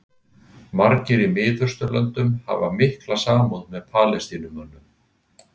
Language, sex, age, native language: Icelandic, male, 60-69, Icelandic